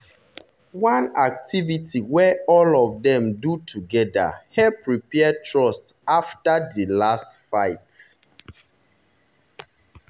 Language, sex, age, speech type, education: Nigerian Pidgin, male, 30-45, spontaneous, tertiary